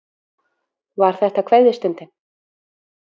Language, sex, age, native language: Icelandic, female, 40-49, Icelandic